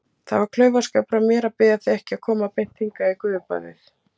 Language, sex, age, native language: Icelandic, female, 30-39, Icelandic